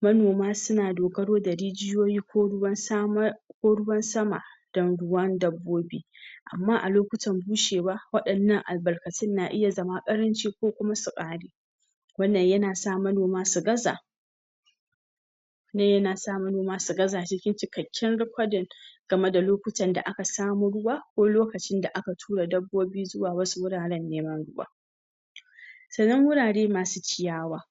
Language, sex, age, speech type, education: Hausa, female, 46-60, spontaneous, tertiary